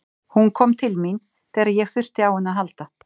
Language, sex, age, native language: Icelandic, female, 50-59, Icelandic